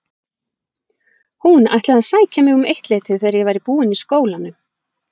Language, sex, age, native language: Icelandic, female, 40-49, Icelandic